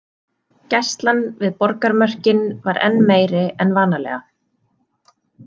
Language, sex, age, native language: Icelandic, female, 30-39, Icelandic